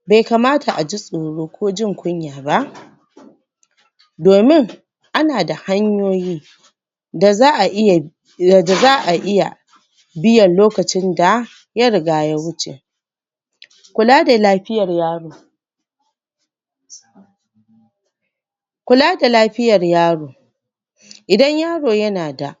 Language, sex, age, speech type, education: Hausa, female, 15-29, spontaneous, tertiary